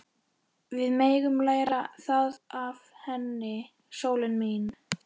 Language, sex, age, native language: Icelandic, male, 13, Icelandic